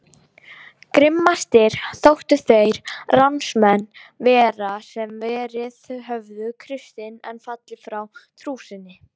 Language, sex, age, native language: Icelandic, female, 18-19, Icelandic